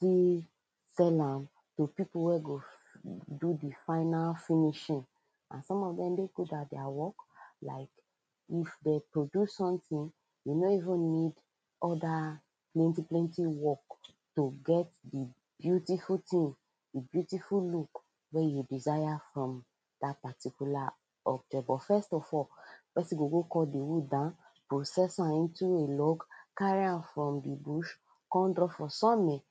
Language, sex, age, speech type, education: Nigerian Pidgin, female, 15-29, spontaneous, tertiary